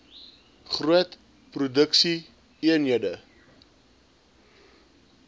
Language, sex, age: Afrikaans, male, 20